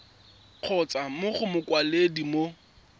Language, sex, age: Tswana, male, 24